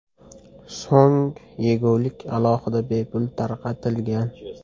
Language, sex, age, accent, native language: Uzbek, male, 18-24, Toshkent shahri, Uzbek